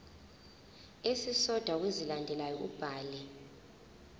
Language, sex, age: Zulu, female, 24